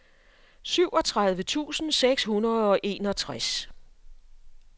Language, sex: Danish, female